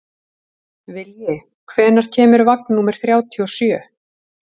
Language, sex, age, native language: Icelandic, female, 40-49, Icelandic